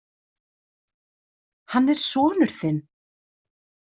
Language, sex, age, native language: Icelandic, female, 30-39, Icelandic